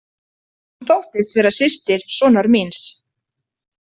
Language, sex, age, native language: Icelandic, female, 30-39, Icelandic